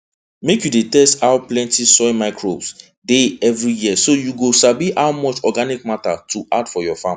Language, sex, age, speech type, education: Nigerian Pidgin, male, 15-29, spontaneous, tertiary